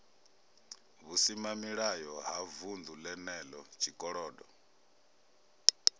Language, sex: Venda, male